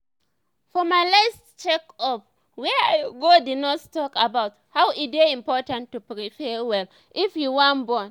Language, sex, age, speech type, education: Nigerian Pidgin, female, 15-29, spontaneous, tertiary